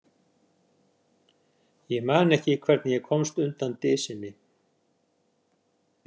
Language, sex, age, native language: Icelandic, male, 60-69, Icelandic